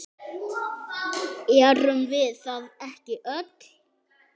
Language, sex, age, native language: Icelandic, male, 8, Icelandic